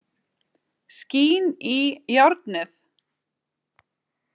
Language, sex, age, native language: Icelandic, female, 30-39, Icelandic